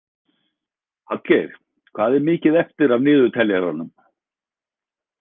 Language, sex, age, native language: Icelandic, male, 60-69, Icelandic